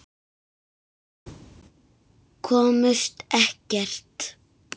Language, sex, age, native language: Icelandic, female, 6, Icelandic